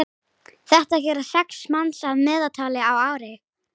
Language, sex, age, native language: Icelandic, female, 18-19, Icelandic